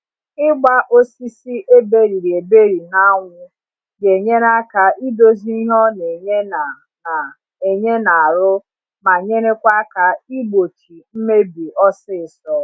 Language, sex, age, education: Igbo, female, 30-45, tertiary